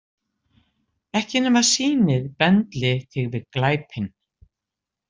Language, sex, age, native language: Icelandic, female, 60-69, Icelandic